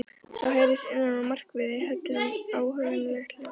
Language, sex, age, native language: Icelandic, female, 12, Icelandic